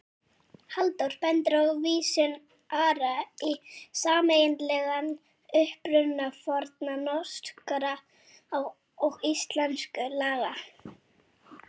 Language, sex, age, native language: Icelandic, female, 40-49, Icelandic